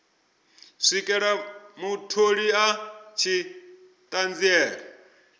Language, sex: Venda, male